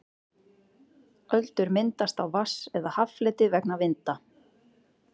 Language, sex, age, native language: Icelandic, female, 30-39, Icelandic